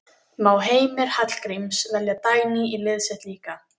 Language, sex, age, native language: Icelandic, female, 18-19, Icelandic